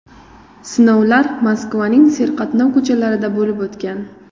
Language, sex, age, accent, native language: Uzbek, female, 18-24, Qoraqalpog'iston, Uzbek